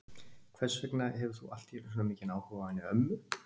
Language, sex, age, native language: Icelandic, male, 50-59, Icelandic